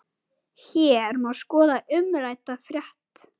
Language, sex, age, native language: Icelandic, male, 9, Icelandic